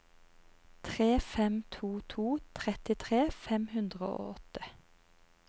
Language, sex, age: Norwegian, female, 30